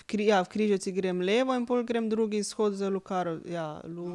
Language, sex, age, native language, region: Slovenian, female, 30-49, Slovenian, Pomurje region